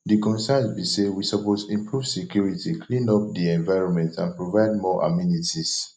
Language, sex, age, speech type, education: Nigerian Pidgin, male, 15-29, spontaneous, tertiary